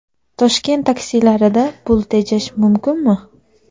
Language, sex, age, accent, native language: Uzbek, female, 19-29, Andijon, Uzbek